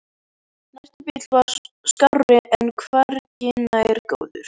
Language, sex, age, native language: Icelandic, male, 14, Icelandic